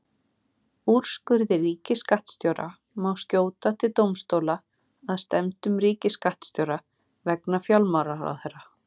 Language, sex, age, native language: Icelandic, female, 40-49, Icelandic